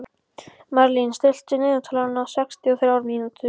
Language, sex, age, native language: Icelandic, male, 14, Icelandic